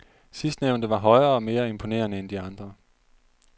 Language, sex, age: Danish, male, 30